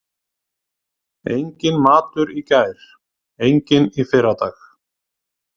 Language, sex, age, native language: Icelandic, male, 30-39, Icelandic